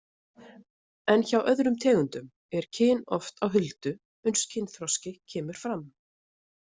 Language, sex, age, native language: Icelandic, female, 30-39, Icelandic